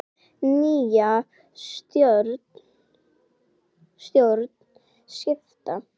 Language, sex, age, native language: Icelandic, female, 10, Icelandic